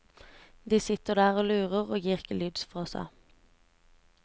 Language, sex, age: Norwegian, female, 17